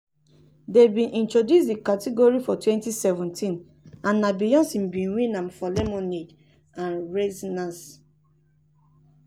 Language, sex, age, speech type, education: Nigerian Pidgin, female, 30-45, spontaneous, tertiary